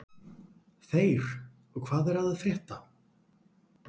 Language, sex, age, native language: Icelandic, male, 40-49, Icelandic